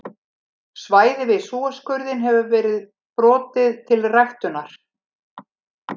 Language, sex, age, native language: Icelandic, female, 70-79, Icelandic